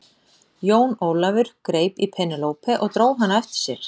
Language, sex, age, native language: Icelandic, female, 30-39, Icelandic